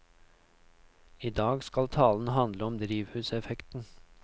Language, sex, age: Norwegian, male, 39